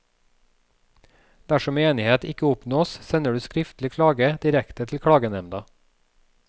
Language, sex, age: Norwegian, male, 36